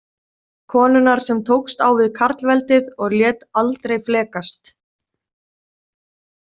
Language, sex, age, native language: Icelandic, female, 30-39, Icelandic